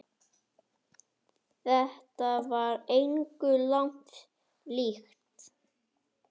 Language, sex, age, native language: Icelandic, male, 9, Icelandic